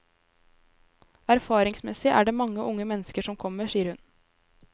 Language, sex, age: Norwegian, female, 23